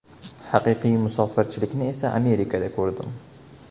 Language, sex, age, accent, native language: Uzbek, male, 12-17, Toshkent shahri, Uzbek